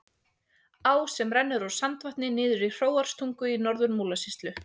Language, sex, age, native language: Icelandic, female, 20-29, Icelandic